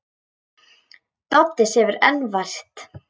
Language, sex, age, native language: Icelandic, female, 10, Icelandic